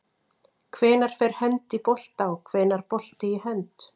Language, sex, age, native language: Icelandic, female, 40-49, Icelandic